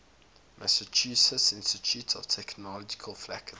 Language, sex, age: English, male, 22